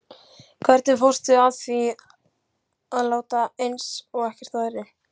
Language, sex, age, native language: Icelandic, male, 12, Icelandic